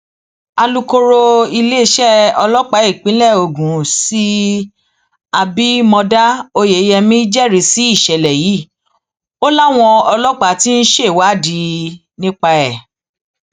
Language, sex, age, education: Yoruba, female, 30-45, tertiary